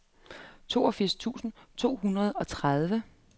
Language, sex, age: Danish, female, 33